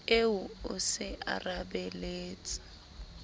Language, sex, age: Southern Sotho, female, 19